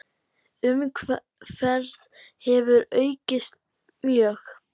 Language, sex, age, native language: Icelandic, female, 9, Icelandic